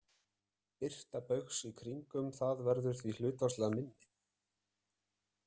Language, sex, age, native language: Icelandic, male, 30-39, Icelandic